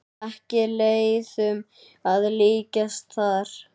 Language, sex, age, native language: Icelandic, male, 9, Icelandic